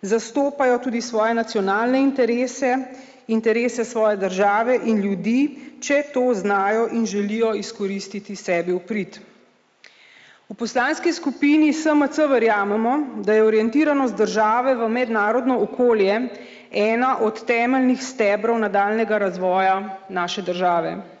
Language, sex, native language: Slovenian, female, Slovenian